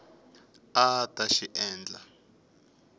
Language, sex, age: Tsonga, male, 21